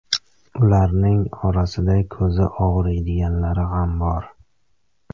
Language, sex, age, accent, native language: Uzbek, male, 18-24, Farg'ona, Uzbek